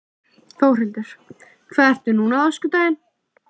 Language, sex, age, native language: Icelandic, female, 13, Icelandic